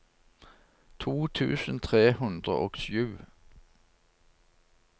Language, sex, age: Norwegian, male, 59